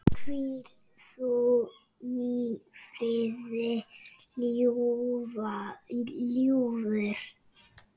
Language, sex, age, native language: Icelandic, male, 6, Icelandic